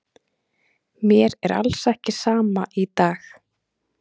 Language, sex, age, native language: Icelandic, female, 30-39, Icelandic